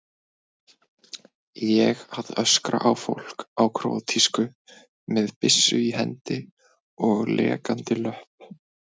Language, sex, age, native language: Icelandic, male, 20-29, Icelandic